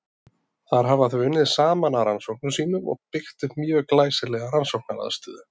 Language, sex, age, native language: Icelandic, male, 30-39, Icelandic